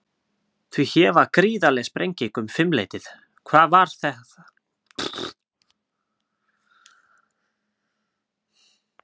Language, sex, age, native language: Icelandic, male, 20-29, Icelandic